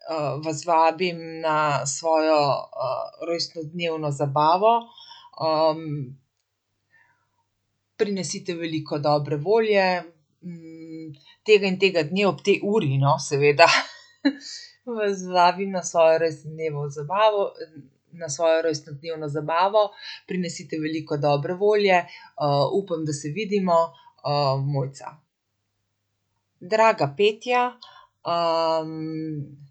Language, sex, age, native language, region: Slovenian, female, 50-59, Slovenian, Central Slovenia